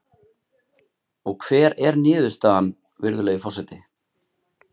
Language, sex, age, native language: Icelandic, male, 30-39, Icelandic